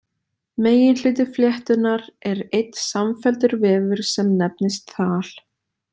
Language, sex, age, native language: Icelandic, female, 20-29, Icelandic